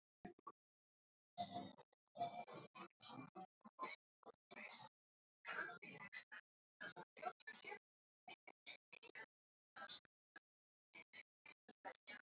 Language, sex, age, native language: Icelandic, male, 40-49, Icelandic